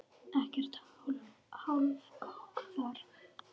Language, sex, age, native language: Icelandic, female, 9, Icelandic